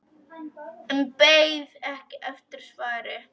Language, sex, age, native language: Icelandic, female, 10, Polish